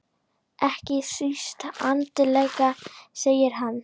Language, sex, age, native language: Icelandic, female, 10, Icelandic